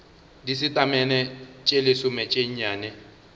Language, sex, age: Northern Sotho, male, 22